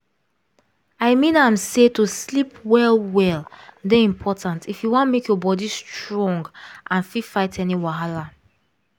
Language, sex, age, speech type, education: Nigerian Pidgin, female, 15-29, spontaneous, tertiary